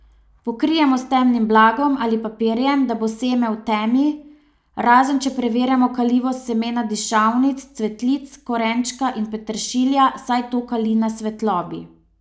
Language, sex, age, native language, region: Slovenian, female, 30-49, Slovenian, Savinja region